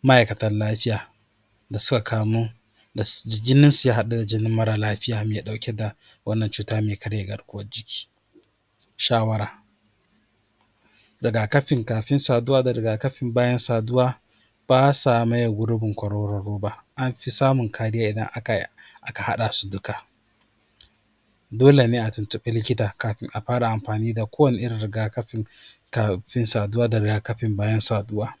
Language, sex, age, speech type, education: Hausa, male, 46-60, spontaneous, tertiary